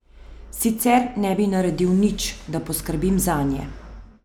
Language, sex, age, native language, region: Slovenian, female, 30-49, Slovenian, Central Slovenia